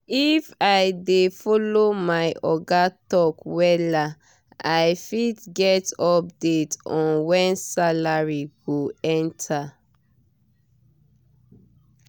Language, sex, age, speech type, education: Nigerian Pidgin, female, 30-45, spontaneous, tertiary